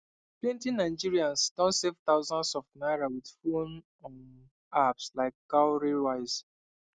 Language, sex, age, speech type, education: Nigerian Pidgin, male, 15-29, spontaneous, secondary